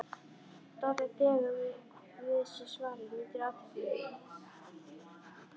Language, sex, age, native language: Icelandic, female, 11, Icelandic